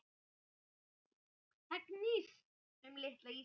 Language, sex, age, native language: Icelandic, male, 10, Icelandic